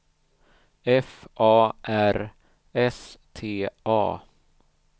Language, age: Swedish, 38